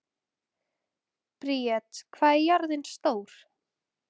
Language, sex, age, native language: Icelandic, female, 14, Icelandic